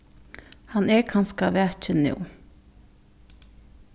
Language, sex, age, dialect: Faroese, female, 15-35, Suðurstreymoy